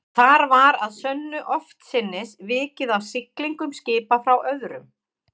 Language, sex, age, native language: Icelandic, female, 50-59, Icelandic